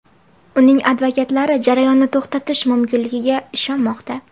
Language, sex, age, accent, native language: Uzbek, female, 18-24, Farg'ona, Uzbek